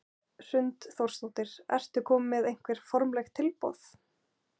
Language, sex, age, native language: Icelandic, female, 20-29, Icelandic